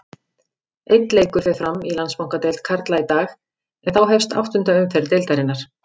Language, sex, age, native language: Icelandic, female, 50-59, Icelandic